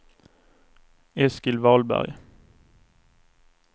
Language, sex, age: Swedish, male, 24